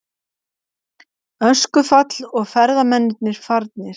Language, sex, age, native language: Icelandic, female, 50-59, Icelandic